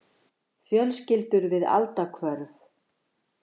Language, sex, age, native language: Icelandic, female, 50-59, Icelandic